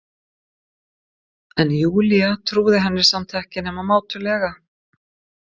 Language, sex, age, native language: Icelandic, female, 50-59, Icelandic